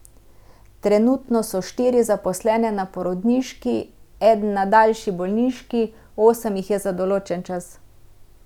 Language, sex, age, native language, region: Slovenian, female, 30-49, Slovenian, Central Slovenia